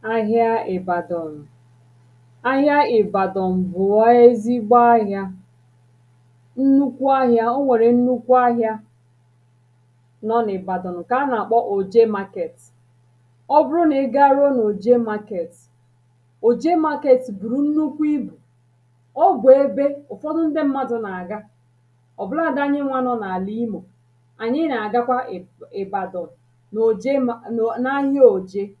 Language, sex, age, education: Igbo, female, 30-45, tertiary